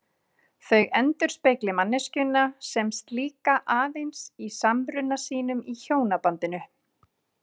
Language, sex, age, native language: Icelandic, female, 30-39, Icelandic